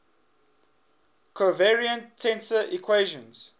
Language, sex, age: English, male, 21